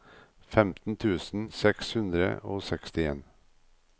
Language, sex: Norwegian, male